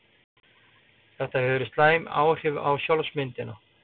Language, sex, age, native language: Icelandic, male, 40-49, Icelandic